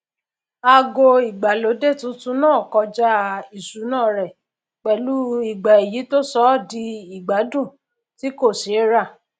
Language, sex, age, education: Yoruba, female, 30-45, tertiary